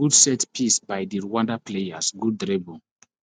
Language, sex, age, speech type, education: Nigerian Pidgin, male, 15-29, spontaneous, tertiary